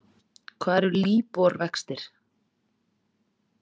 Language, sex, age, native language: Icelandic, female, 30-39, Icelandic